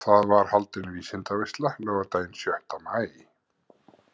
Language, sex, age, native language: Icelandic, male, 50-59, Icelandic